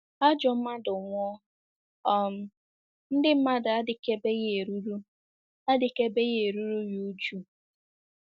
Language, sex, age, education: Igbo, female, 15-29, secondary